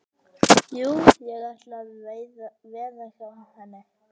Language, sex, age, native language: Icelandic, male, 11, Icelandic